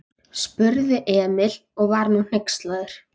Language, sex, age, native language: Icelandic, female, 14, Icelandic